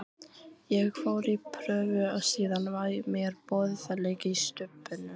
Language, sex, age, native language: Icelandic, female, 18-19, Icelandic